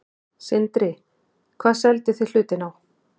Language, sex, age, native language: Icelandic, female, 50-59, Icelandic